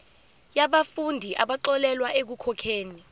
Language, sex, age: Zulu, female, 25